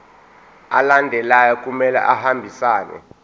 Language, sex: Zulu, male